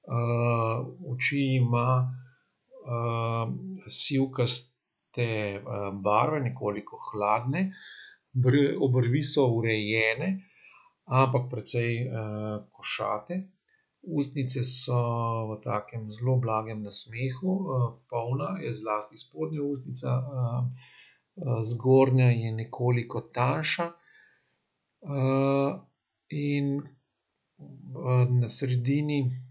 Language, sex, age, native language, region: Slovenian, male, 50-59, Slovenian, Central Slovenia